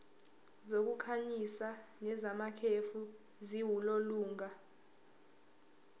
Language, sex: Zulu, female